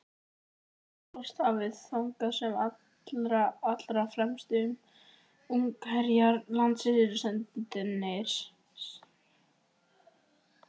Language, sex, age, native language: Icelandic, male, 11, Icelandic